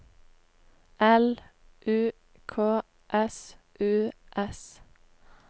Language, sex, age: Norwegian, female, 18